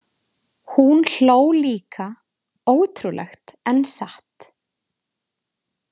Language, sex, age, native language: Icelandic, female, 20-29, Icelandic